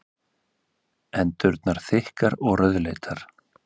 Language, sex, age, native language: Icelandic, male, 30-39, Icelandic